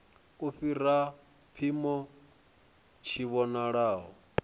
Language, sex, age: Venda, male, 23